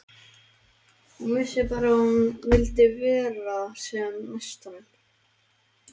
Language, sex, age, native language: Icelandic, male, 12, Icelandic